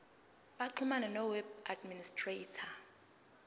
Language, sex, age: Zulu, female, 22